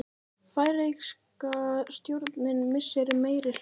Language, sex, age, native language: Icelandic, female, 18-19, Icelandic